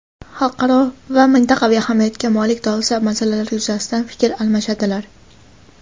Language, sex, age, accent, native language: Uzbek, female, 18-24, Andijon, Uzbek